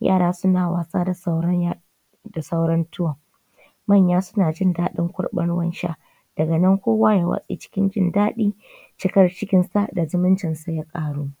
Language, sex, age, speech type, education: Hausa, female, 15-29, spontaneous, tertiary